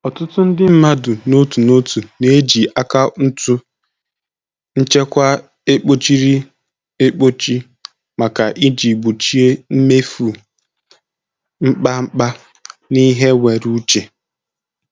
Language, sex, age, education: Igbo, male, 15-29, tertiary